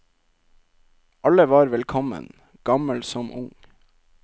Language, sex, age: Norwegian, male, 27